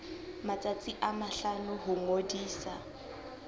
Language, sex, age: Southern Sotho, female, 19